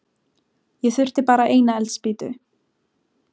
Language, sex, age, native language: Icelandic, female, 17, Icelandic